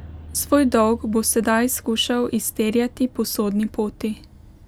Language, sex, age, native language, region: Slovenian, female, 18-29, Slovenian, Pomurje region